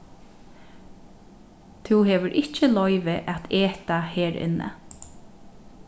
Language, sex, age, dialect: Faroese, female, 36-60, Norðurstreymoy/Eysturoy